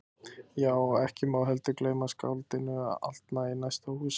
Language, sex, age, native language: Icelandic, male, 20-29, Icelandic